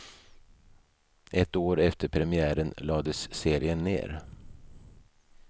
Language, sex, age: Swedish, male, 55